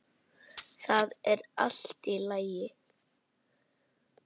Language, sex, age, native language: Icelandic, male, 9, Icelandic